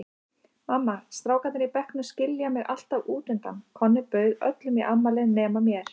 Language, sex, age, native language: Icelandic, female, 50-59, Icelandic